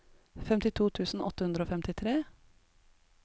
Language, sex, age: Norwegian, female, 33